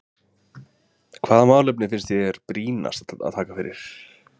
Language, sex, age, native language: Icelandic, male, 20-29, Icelandic